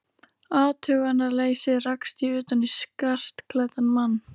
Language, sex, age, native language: Icelandic, female, 13, Icelandic